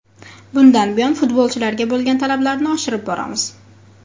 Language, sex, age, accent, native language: Uzbek, female, 18-24, Farg'ona, Uzbek